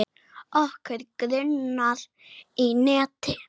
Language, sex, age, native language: Icelandic, male, 8, Icelandic